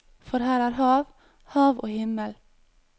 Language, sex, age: Norwegian, female, 22